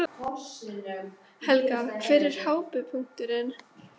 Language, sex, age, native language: Icelandic, female, 12, Icelandic